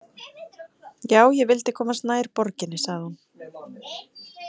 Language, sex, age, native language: Icelandic, female, 30-39, Icelandic